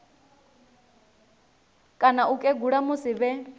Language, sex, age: Venda, female, 19